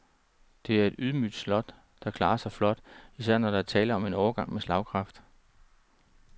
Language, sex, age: Danish, male, 39